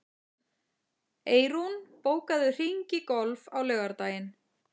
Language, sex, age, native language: Icelandic, female, 40-49, Icelandic